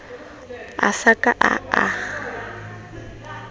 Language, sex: Southern Sotho, female